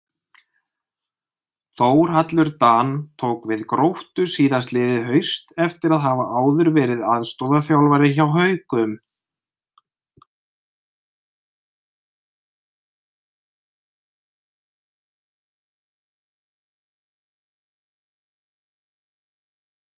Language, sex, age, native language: Icelandic, male, 30-39, Icelandic